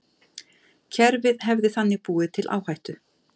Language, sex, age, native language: Icelandic, female, 50-59, Icelandic